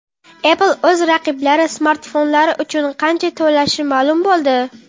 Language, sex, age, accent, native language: Uzbek, female, under 19, Qoraqalpog'iston, Karakalpak